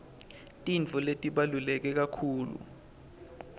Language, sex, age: Swati, male, 20